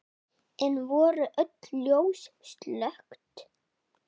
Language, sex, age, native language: Icelandic, female, 8, Icelandic